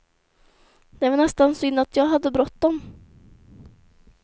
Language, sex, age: Swedish, female, 24